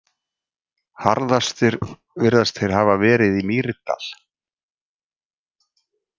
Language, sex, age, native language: Icelandic, male, 40-49, Icelandic